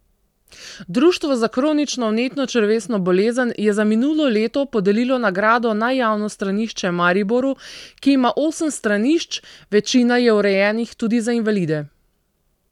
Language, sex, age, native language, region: Slovenian, female, 30-49, Slovenian, Southeast Slovenia